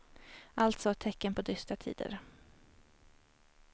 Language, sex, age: Swedish, female, 21